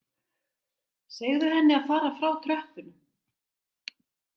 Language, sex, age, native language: Icelandic, female, 60-69, Icelandic